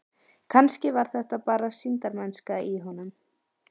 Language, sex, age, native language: Icelandic, female, 12, Icelandic